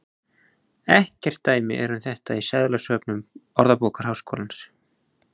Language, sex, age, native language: Icelandic, male, 20-29, Icelandic